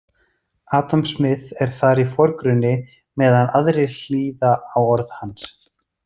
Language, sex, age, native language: Icelandic, male, 30-39, Icelandic